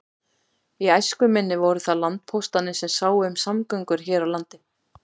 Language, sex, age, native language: Icelandic, female, 40-49, Icelandic